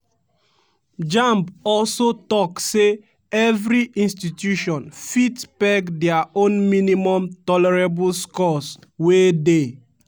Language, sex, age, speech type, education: Nigerian Pidgin, male, 15-29, spontaneous, tertiary